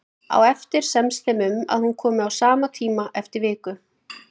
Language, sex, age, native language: Icelandic, female, 40-49, Icelandic